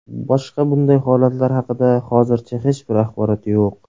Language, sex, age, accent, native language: Uzbek, male, 19-29, Surxondaryo, Uzbek